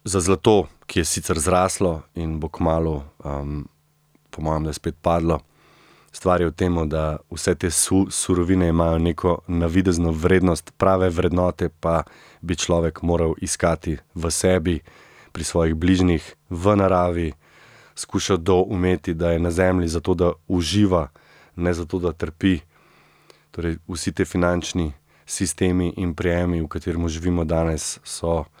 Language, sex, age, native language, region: Slovenian, male, 30-49, Slovenian, Central Slovenia